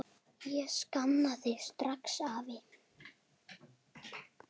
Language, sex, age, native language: Icelandic, male, 10, Icelandic